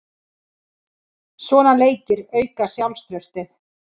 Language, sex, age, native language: Icelandic, female, 40-49, Icelandic